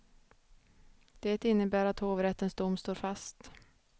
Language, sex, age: Swedish, female, 29